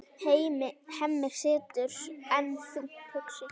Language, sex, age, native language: Icelandic, female, 9, Icelandic